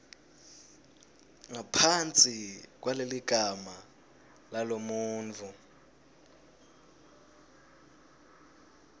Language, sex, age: Swati, male, 20